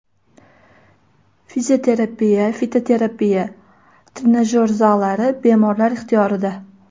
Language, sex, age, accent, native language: Uzbek, female, 18-24, Farg'ona, Uzbek